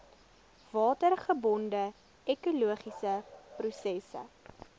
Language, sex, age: Afrikaans, female, 20